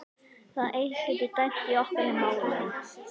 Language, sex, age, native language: Icelandic, female, 11, Icelandic